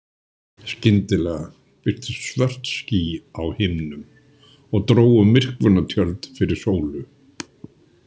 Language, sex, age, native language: Icelandic, male, 60-69, Icelandic